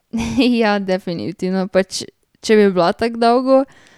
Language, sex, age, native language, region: Slovenian, female, 18-29, Slovenian, Drava region